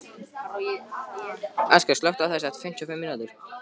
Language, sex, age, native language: Icelandic, male, 13, Icelandic